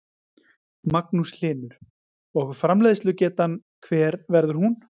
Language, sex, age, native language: Icelandic, male, 40-49, Icelandic